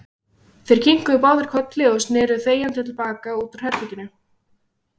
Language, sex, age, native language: Icelandic, female, 16, Icelandic